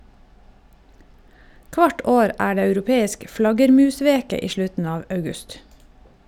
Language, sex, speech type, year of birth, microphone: Norwegian, female, read, 1972, Shure